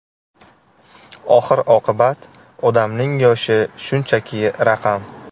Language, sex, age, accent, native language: Uzbek, male, 18-24, Navoiy, Uzbek